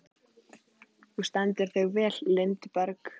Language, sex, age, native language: Icelandic, female, 14, Icelandic